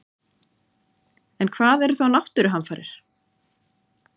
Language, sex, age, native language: Icelandic, female, 30-39, Icelandic